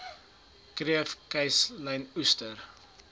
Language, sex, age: Afrikaans, male, 20